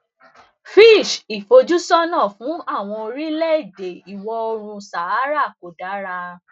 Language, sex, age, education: Yoruba, female, 15-29, tertiary